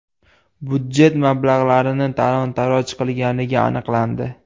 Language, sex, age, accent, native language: Uzbek, male, 18-24, Andijon, Uzbek